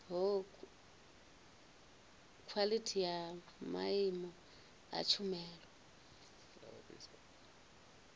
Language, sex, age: Venda, female, 24